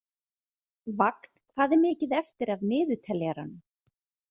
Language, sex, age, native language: Icelandic, female, 40-49, Icelandic